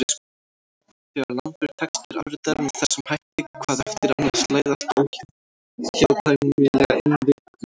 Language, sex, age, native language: Icelandic, female, 18-19, Icelandic